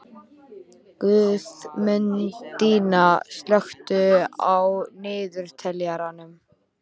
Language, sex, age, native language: Icelandic, male, 13, Icelandic